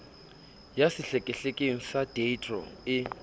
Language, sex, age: Southern Sotho, male, 27